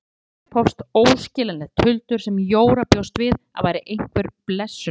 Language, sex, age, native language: Icelandic, female, 30-39, Icelandic